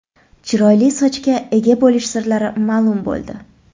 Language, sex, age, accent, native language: Uzbek, female, 25-34, Toshkent shahri, Uzbek